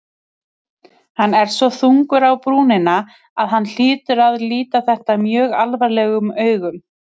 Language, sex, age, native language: Icelandic, female, 30-39, Icelandic